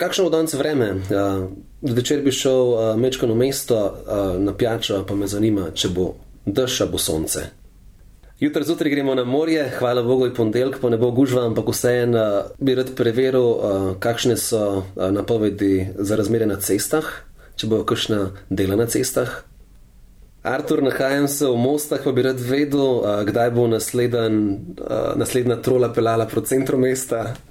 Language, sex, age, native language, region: Slovenian, male, 30-49, Slovenian, Central Slovenia